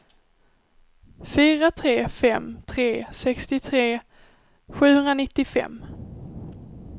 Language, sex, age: Swedish, female, 23